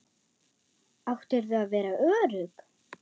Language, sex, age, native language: Icelandic, female, 9, German